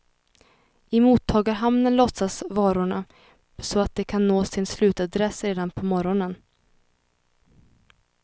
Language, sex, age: Swedish, female, 21